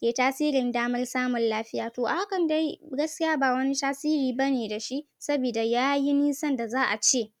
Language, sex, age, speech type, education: Hausa, female, 15-29, spontaneous, tertiary